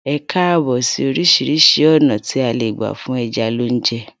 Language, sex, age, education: Yoruba, female, 30-45, tertiary